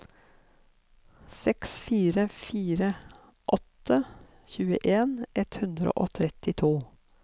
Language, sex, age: Norwegian, female, 54